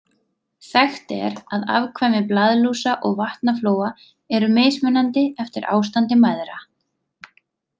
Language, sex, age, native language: Icelandic, female, 30-39, Icelandic